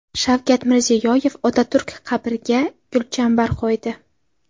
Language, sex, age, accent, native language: Uzbek, female, 18-24, Qashqadaryo, Uzbek